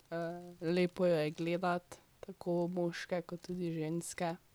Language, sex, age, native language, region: Slovenian, female, 12-17, Slovenian, Drava region